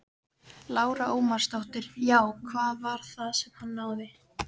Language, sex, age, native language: Icelandic, female, 13, Icelandic